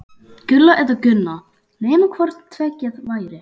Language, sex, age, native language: Icelandic, male, 11, Icelandic